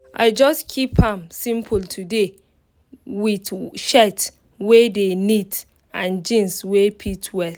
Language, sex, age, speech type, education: Nigerian Pidgin, female, 15-29, spontaneous, tertiary